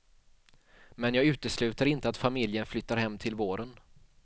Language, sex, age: Swedish, male, 31